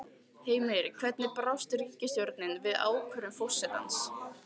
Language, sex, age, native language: Icelandic, female, 15, Icelandic